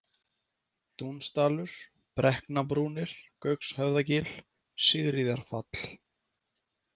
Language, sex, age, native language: Icelandic, male, 30-39, Icelandic